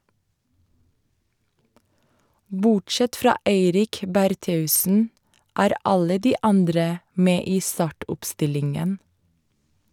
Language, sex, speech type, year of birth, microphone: Norwegian, female, read, 1984, Shure